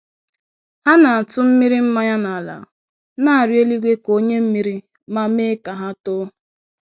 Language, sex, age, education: Igbo, female, 15-29, tertiary